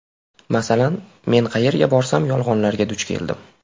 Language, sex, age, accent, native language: Uzbek, male, 18-24, Farg'ona, Uzbek